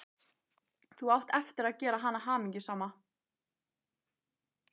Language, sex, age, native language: Icelandic, female, 15, Icelandic